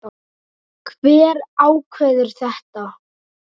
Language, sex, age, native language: Icelandic, male, 9, Icelandic